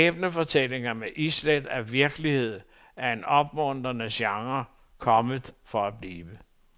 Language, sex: Danish, male